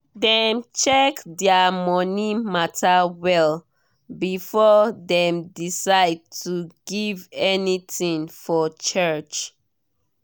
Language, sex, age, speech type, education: Nigerian Pidgin, female, 30-45, spontaneous, tertiary